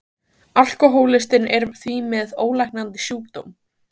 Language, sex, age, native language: Icelandic, female, 15, Icelandic